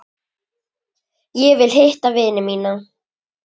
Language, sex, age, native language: Icelandic, female, 10, Icelandic